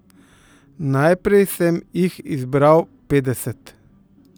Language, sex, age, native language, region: Slovenian, male, 50-59, Slovenian, Central Slovenia